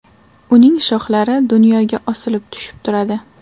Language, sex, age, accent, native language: Uzbek, female, 18-24, Toshkent shahri, Uzbek